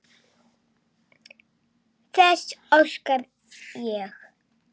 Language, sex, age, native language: Icelandic, female, 6, Icelandic